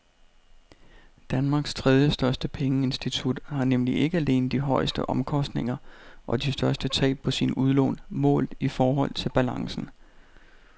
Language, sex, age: Danish, male, 32